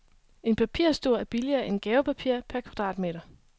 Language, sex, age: Danish, female, 23